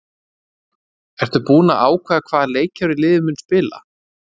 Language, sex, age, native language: Icelandic, male, 30-39, Icelandic